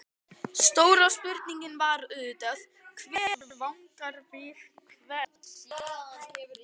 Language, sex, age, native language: Icelandic, male, 11, Icelandic